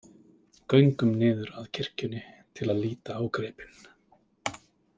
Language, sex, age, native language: Icelandic, male, 30-39, Icelandic